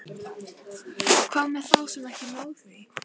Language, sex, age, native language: Icelandic, female, 18-19, Icelandic